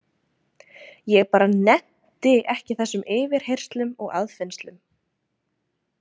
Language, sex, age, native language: Icelandic, female, 20-29, Icelandic